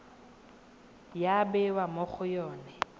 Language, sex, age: Tswana, female, 18